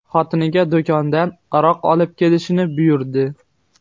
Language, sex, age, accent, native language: Uzbek, male, 18-24, Xorazm, Uzbek